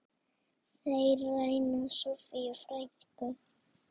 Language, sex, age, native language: Icelandic, female, 6, Icelandic